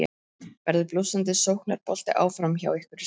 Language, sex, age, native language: Icelandic, female, 13, Icelandic